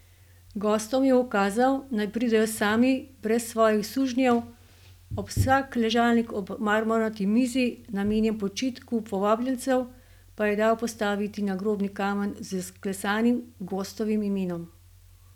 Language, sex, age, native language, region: Slovenian, female, 50-59, Slovenian, Gorenjska region